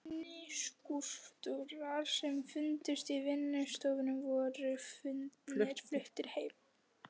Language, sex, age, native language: Icelandic, female, 13, Icelandic